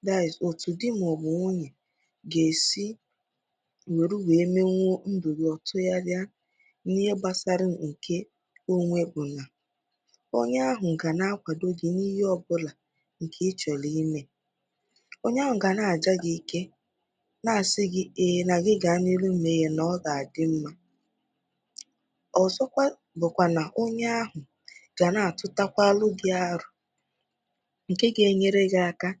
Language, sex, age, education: Igbo, female, 15-29, secondary